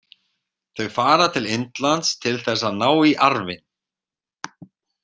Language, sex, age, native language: Icelandic, male, 30-39, Icelandic